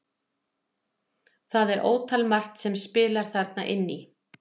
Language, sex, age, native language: Icelandic, female, 40-49, Icelandic